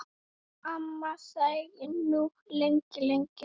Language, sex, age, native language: Icelandic, female, 8, Icelandic